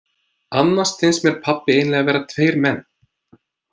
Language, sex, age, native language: Icelandic, male, 20-29, English